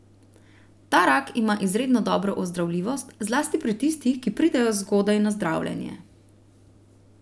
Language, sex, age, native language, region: Slovenian, female, 30-49, Slovenian, Central Slovenia